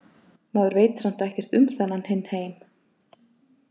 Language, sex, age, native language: Icelandic, female, 30-39, Icelandic